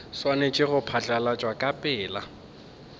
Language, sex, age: Northern Sotho, male, 24